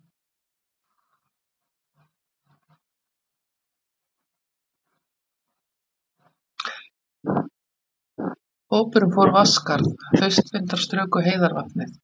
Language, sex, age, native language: Icelandic, female, 40-49, Icelandic